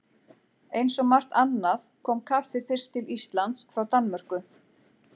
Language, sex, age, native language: Icelandic, female, 40-49, Icelandic